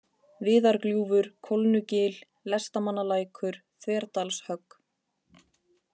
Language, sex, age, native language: Icelandic, female, 30-39, Icelandic